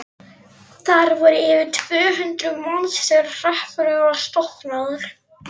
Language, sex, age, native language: Icelandic, female, 11, Polish